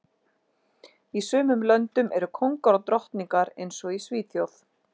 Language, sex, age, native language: Icelandic, female, 40-49, Icelandic